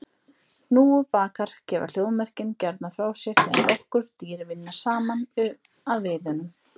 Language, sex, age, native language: Icelandic, female, 20-29, Icelandic